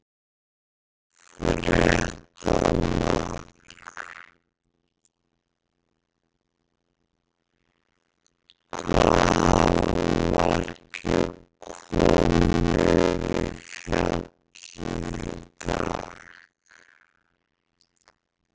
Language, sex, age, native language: Icelandic, male, 60-69, Icelandic